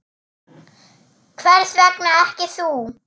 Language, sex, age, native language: Icelandic, female, 7, German